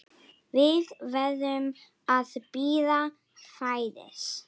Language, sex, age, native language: Icelandic, female, 7, Icelandic